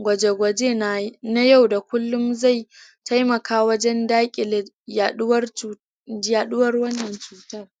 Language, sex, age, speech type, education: Hausa, female, 30-45, spontaneous, tertiary